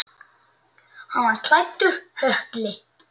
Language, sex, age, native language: Icelandic, male, 8, Icelandic